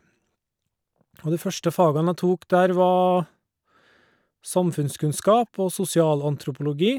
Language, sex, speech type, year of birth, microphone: Norwegian, male, spontaneous, 1969, Shure